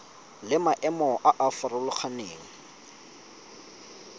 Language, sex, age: Tswana, male, 25